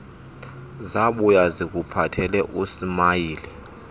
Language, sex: Xhosa, male